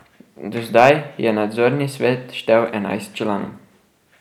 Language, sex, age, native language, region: Slovenian, male, 12-17, Slovenian, Drava region